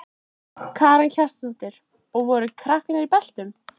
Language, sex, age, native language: Icelandic, female, 13, Icelandic